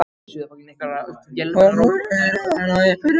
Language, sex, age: Icelandic, other, 50-59